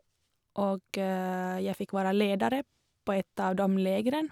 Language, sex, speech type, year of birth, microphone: Norwegian, female, spontaneous, 1987, Shure